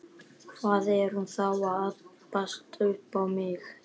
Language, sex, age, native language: Icelandic, male, 11, Icelandic